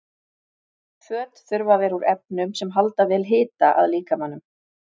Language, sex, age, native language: Icelandic, female, 40-49, Icelandic